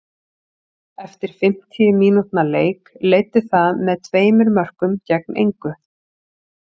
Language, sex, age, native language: Icelandic, female, 40-49, Icelandic